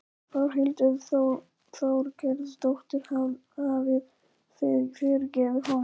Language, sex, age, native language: Icelandic, male, 11, Polish